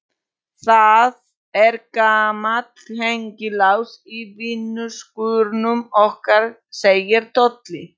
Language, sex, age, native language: Icelandic, female, 40-49, Polish